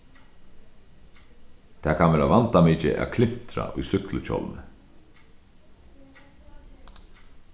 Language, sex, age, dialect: Faroese, male, 36-60, Sandoy